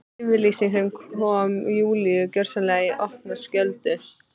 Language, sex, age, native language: Icelandic, female, 15, Icelandic